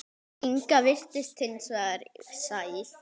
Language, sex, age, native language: Icelandic, male, 9, Icelandic